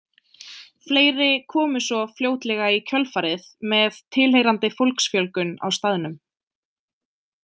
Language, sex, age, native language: Icelandic, female, 20-29, Icelandic